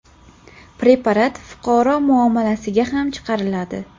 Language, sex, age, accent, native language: Uzbek, female, under 19, Farg'ona, Uzbek